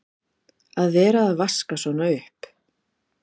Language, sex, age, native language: Icelandic, female, 50-59, Icelandic